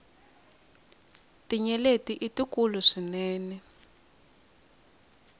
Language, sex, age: Tsonga, female, 20